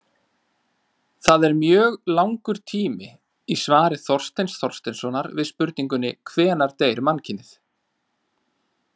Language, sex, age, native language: Icelandic, male, 30-39, Icelandic